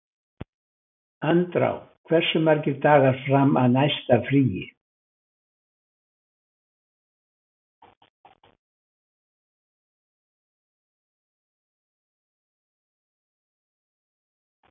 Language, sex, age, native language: Icelandic, male, 80-89, Icelandic